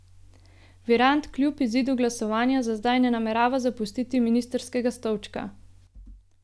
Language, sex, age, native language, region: Slovenian, female, 18-29, Slovenian, Gorenjska region